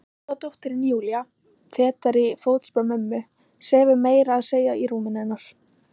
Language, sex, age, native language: Icelandic, female, 20-29, Icelandic